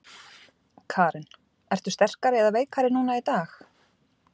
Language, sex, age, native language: Icelandic, female, 40-49, Icelandic